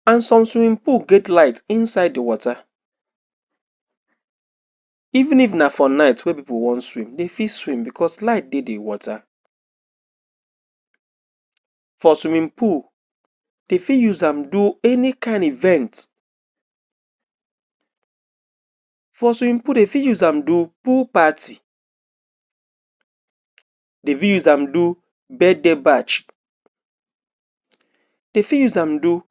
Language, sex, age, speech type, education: Nigerian Pidgin, male, 60+, spontaneous, tertiary